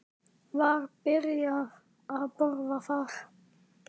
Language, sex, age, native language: Icelandic, male, 10, Icelandic